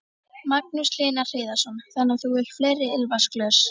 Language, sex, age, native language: Icelandic, female, 13, Icelandic